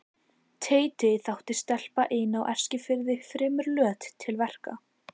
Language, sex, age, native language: Icelandic, female, 14, Icelandic